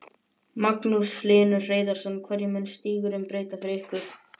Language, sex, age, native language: Icelandic, male, 11, Icelandic